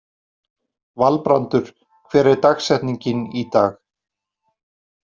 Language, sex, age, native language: Icelandic, male, 40-49, Icelandic